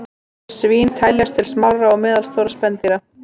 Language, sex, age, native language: Icelandic, female, 30-39, Icelandic